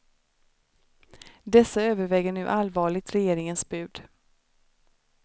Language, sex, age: Swedish, female, 29